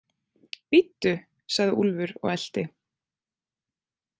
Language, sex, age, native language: Icelandic, female, 20-29, Icelandic